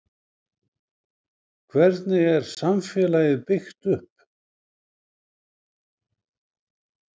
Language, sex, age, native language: Icelandic, male, 70-79, Icelandic